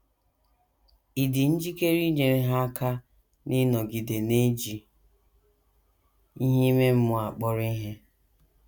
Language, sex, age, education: Igbo, female, 30-45, tertiary